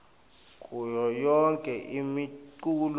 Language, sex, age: Swati, male, 21